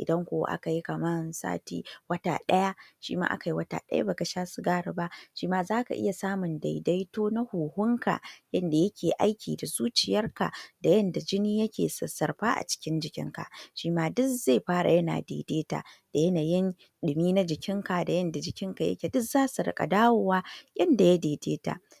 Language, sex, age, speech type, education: Hausa, female, 46-60, spontaneous, tertiary